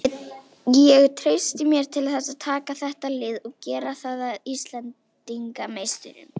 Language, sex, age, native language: Icelandic, female, 18-19, Icelandic